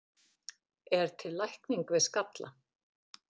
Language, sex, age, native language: Icelandic, female, 50-59, Icelandic